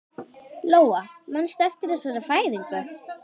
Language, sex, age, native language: Icelandic, female, 10, Icelandic